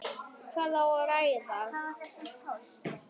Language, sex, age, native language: Icelandic, female, 9, Icelandic